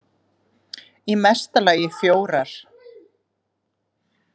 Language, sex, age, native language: Icelandic, female, 40-49, Icelandic